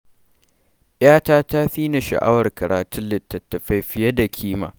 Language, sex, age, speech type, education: Hausa, male, 15-29, read, primary